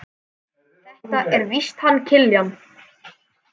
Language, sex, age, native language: Icelandic, male, 10, Icelandic